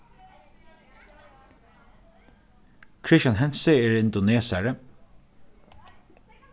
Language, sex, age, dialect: Faroese, male, 36-60, Norðurstreymoy/Eysturoy